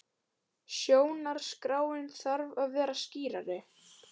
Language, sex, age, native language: Icelandic, female, 18-19, Icelandic